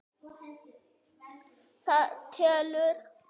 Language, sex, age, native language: Icelandic, male, 9, Icelandic